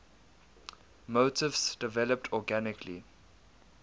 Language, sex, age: English, male, 22